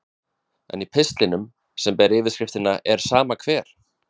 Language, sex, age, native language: Icelandic, male, 20-29, Icelandic